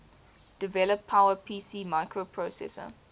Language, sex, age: English, female, 18